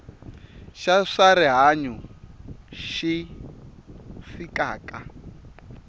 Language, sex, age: Tsonga, male, 25